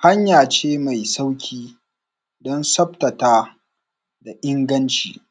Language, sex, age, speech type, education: Hausa, male, 15-29, spontaneous, tertiary